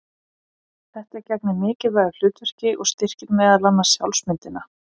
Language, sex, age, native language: Icelandic, female, 30-39, Icelandic